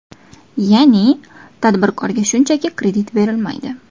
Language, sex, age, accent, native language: Uzbek, female, 19-29, Farg'ona, Uzbek